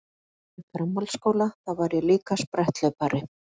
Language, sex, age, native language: Icelandic, female, 50-59, Icelandic